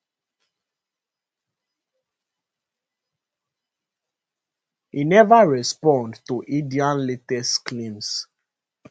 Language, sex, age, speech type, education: Nigerian Pidgin, male, 15-29, spontaneous, secondary